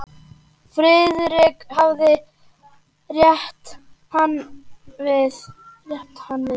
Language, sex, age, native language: Icelandic, male, 8, Icelandic